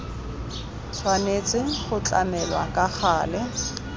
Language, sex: Tswana, female